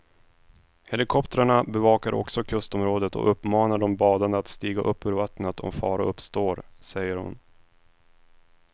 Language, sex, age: Swedish, male, 26